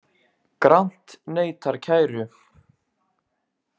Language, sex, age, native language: Icelandic, male, 20-29, Icelandic